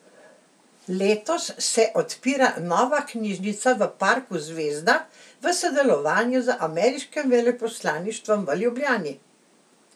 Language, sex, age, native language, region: Slovenian, female, 60+, Slovenian, Central Slovenia